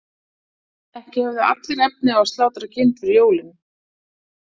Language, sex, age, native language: Icelandic, female, 40-49, Icelandic